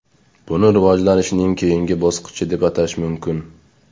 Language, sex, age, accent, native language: Uzbek, male, 18-24, Sirdaryo, Uzbek